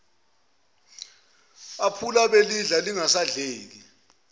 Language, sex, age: Zulu, male, 22